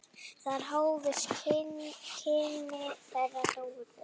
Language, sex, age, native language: Icelandic, female, 8, Icelandic